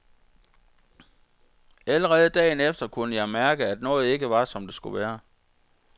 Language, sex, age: Danish, male, 46